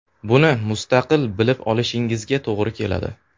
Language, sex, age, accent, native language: Uzbek, male, 18-24, Sirdaryo, Uzbek